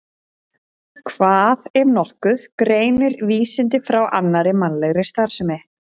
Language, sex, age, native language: Icelandic, female, 30-39, Icelandic